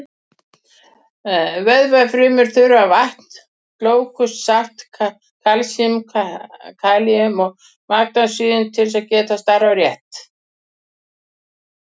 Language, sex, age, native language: Icelandic, female, 60-69, Icelandic